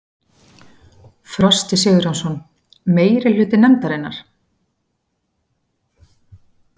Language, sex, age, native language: Icelandic, female, 40-49, Icelandic